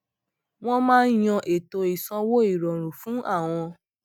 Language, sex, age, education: Yoruba, female, 15-29, tertiary